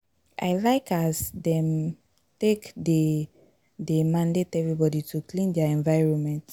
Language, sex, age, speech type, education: Nigerian Pidgin, female, 30-45, spontaneous, tertiary